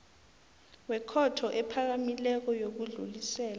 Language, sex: South Ndebele, female